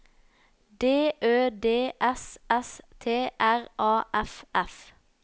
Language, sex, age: Norwegian, female, 19